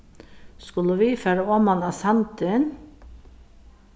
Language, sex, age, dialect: Faroese, female, 36-60, Suðurstreymoy